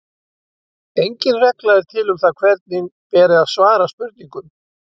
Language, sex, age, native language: Icelandic, male, 60-69, Icelandic